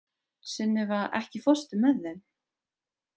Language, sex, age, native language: Icelandic, female, 20-29, Icelandic